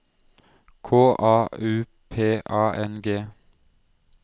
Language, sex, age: Norwegian, male, 20